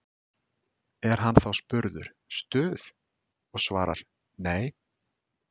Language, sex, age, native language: Icelandic, male, 40-49, Icelandic